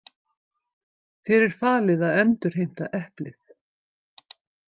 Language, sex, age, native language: Icelandic, female, 50-59, Icelandic